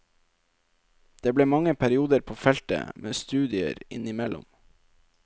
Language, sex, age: Norwegian, male, 27